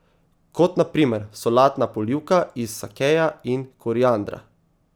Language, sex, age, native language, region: Slovenian, male, 18-29, Slovenian, Savinja region